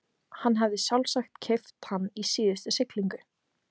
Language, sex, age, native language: Icelandic, female, 15, Icelandic